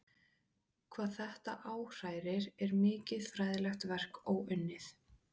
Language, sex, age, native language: Icelandic, female, 20-29, Icelandic